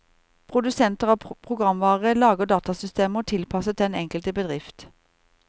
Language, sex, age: Norwegian, female, 38